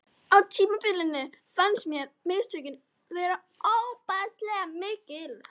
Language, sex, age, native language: Icelandic, female, 12, Icelandic